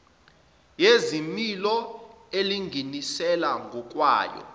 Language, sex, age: Zulu, male, 25